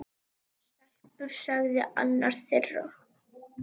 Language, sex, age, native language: Icelandic, male, 10, Icelandic